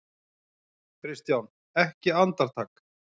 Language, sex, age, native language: Icelandic, male, 40-49, Icelandic